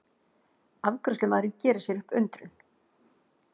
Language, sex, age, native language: Icelandic, female, 40-49, Icelandic